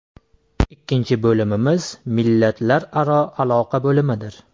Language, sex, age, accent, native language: Uzbek, male, 18-24, Andijon, Uzbek